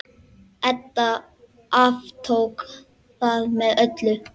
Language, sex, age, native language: Icelandic, male, 10, Icelandic